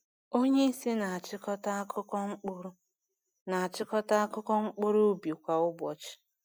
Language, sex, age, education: Igbo, female, 30-45, tertiary